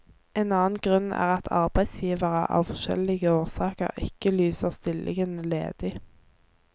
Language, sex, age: Norwegian, female, 24